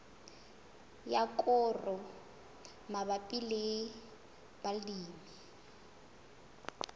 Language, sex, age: Southern Sotho, female, 22